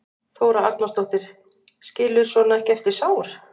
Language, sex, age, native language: Icelandic, female, 60-69, Icelandic